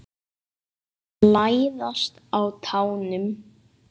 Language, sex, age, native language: Icelandic, male, 8, Icelandic